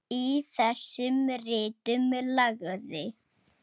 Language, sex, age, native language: Icelandic, female, 10, Icelandic